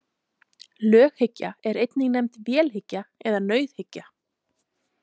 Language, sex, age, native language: Icelandic, female, 30-39, Icelandic